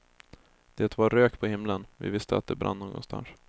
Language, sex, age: Swedish, male, 20